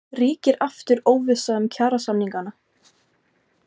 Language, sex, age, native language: Icelandic, female, 20-29, Icelandic